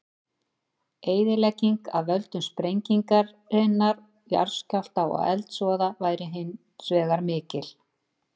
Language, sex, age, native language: Icelandic, female, 50-59, Icelandic